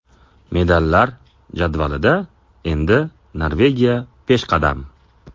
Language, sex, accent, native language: Uzbek, male, Andijon, Uzbek